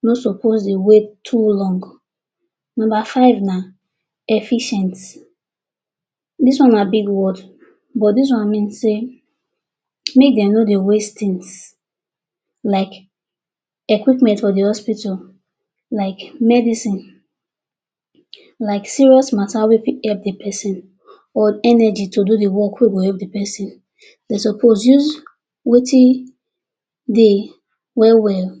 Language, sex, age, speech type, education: Nigerian Pidgin, female, 46-60, spontaneous, tertiary